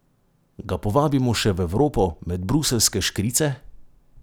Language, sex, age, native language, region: Slovenian, male, 30-49, Slovenian, Savinja region